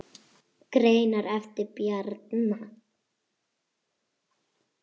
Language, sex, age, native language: Icelandic, female, 8, Icelandic